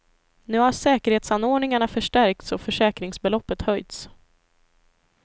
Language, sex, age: Swedish, female, 25